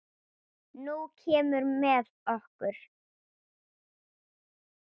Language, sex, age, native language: Icelandic, female, 10, Icelandic